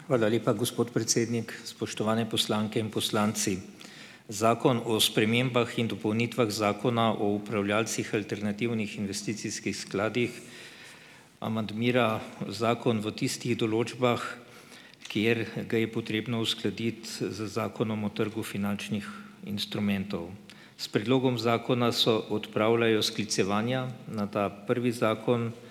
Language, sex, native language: Slovenian, male, Slovenian